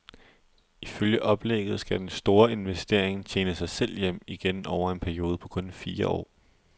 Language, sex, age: Danish, male, 20